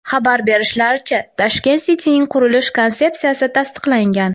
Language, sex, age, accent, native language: Uzbek, female, 19-29, Toshkent shahri, Uzbek